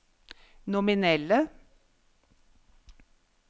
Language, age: Norwegian, 50